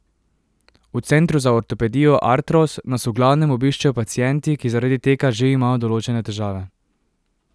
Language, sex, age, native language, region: Slovenian, male, 18-29, Slovenian, Drava region